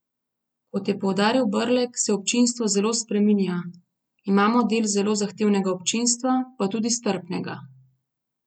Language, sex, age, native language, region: Slovenian, female, 30-49, Slovenian, Gorenjska region